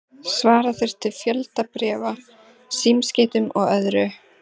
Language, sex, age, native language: Icelandic, female, 14, Icelandic